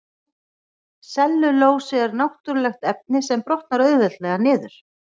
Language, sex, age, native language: Icelandic, female, 40-49, Icelandic